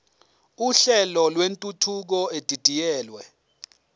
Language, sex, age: Zulu, male, 24